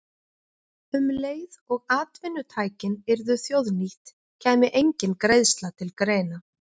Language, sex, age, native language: Icelandic, female, 40-49, Icelandic